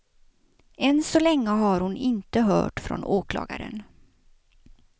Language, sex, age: Swedish, female, 56